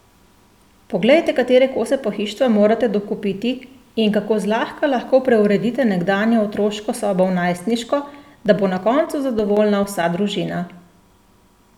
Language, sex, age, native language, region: Slovenian, female, 30-49, Slovenian, Central Slovenia